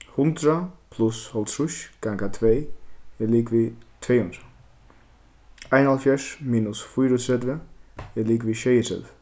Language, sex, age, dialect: Faroese, male, 15-35, Suðurstreymoy